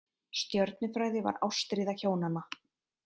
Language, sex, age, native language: Icelandic, female, 30-39, Icelandic